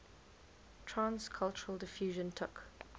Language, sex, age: English, female, 19